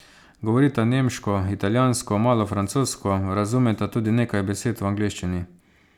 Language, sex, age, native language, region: Slovenian, male, 30-49, Slovenian, Savinja region